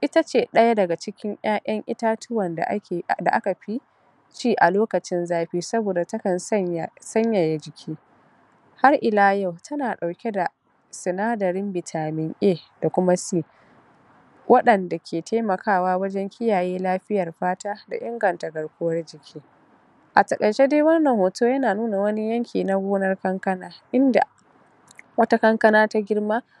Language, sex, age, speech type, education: Hausa, female, 46-60, spontaneous, tertiary